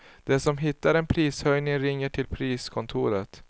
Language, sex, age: Swedish, male, 19